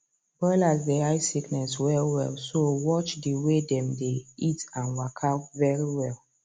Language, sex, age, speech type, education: Nigerian Pidgin, female, 15-29, spontaneous, tertiary